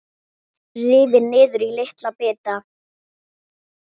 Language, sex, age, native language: Icelandic, female, 8, Icelandic